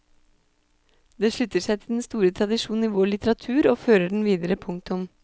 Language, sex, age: Norwegian, female, 26